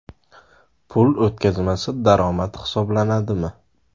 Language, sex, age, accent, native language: Uzbek, male, 18-24, Samarqand, Uzbek